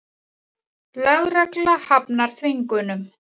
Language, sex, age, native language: Icelandic, female, 40-49, Icelandic